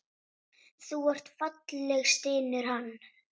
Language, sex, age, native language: Icelandic, female, 8, Icelandic